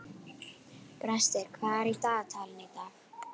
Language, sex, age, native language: Icelandic, female, 11, Icelandic